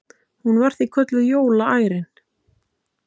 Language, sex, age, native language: Icelandic, female, 30-39, Icelandic